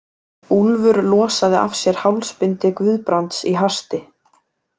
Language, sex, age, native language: Icelandic, female, 18-19, Icelandic